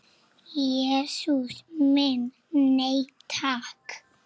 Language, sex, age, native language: Icelandic, female, 7, Icelandic